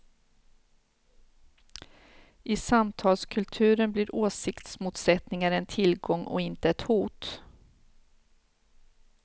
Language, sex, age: Swedish, female, 46